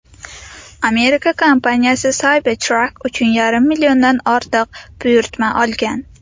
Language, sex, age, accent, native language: Uzbek, female, under 19, Sirdaryo, Uzbek